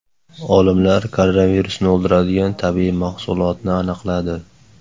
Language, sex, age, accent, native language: Uzbek, male, 25-34, Farg'ona, Uzbek